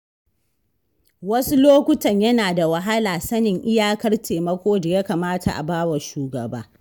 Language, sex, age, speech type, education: Hausa, female, 15-29, read, tertiary